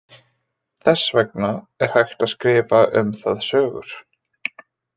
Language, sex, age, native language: Icelandic, male, 20-29, Icelandic